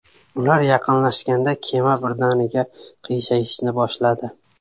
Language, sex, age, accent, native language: Uzbek, male, 18-24, Samarqand, Uzbek